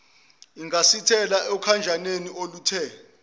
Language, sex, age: Zulu, male, 22